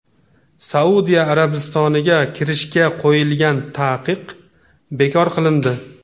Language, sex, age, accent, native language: Uzbek, male, 35+, Namangan, Uzbek